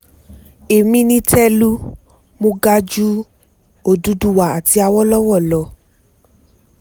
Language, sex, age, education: Yoruba, female, 15-29, tertiary